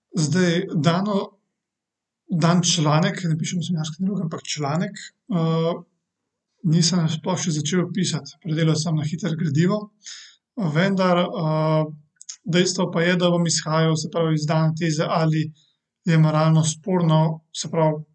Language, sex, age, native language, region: Slovenian, male, 18-29, Slovenian, Central Slovenia